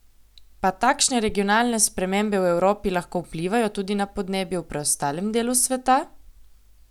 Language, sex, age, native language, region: Slovenian, female, 18-29, Slovenian, Coastal Karst region